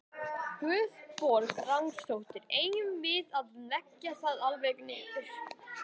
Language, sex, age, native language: Icelandic, male, 11, Icelandic